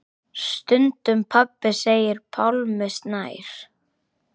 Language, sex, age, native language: Icelandic, male, 8, Icelandic